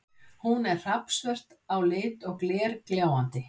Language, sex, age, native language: Icelandic, female, 60-69, Icelandic